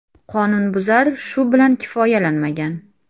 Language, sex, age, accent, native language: Uzbek, female, 25-34, Toshkent shahri, Uzbek